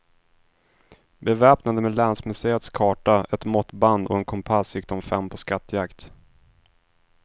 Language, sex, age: Swedish, male, 26